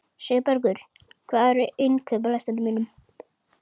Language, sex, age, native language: Icelandic, female, 30-39, Icelandic